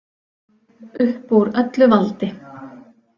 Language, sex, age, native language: Icelandic, female, 40-49, Icelandic